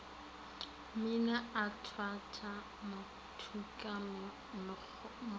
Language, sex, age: Northern Sotho, female, 18